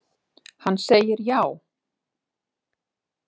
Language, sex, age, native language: Icelandic, female, 40-49, Icelandic